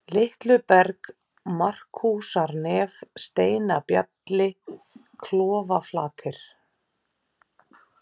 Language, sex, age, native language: Icelandic, female, 40-49, Icelandic